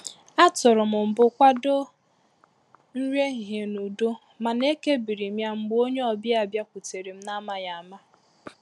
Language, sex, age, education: Igbo, female, 15-29, tertiary